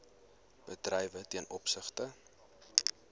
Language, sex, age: Afrikaans, male, 20